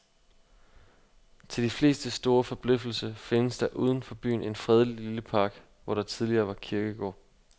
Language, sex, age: Danish, male, 25